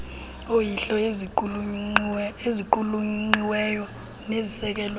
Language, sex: Xhosa, female